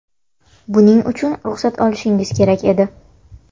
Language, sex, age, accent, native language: Uzbek, female, 19-29, Toshkent viloyati, Uzbek